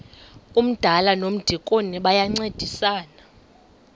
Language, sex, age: Xhosa, female, 23